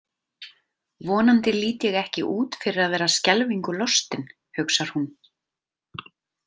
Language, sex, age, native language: Icelandic, female, 30-39, Icelandic